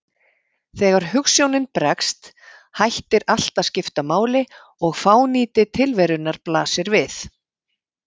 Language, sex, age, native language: Icelandic, female, 50-59, Icelandic